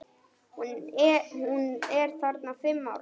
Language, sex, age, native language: Icelandic, male, 9, Icelandic